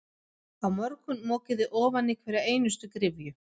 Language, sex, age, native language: Icelandic, female, 50-59, Swedish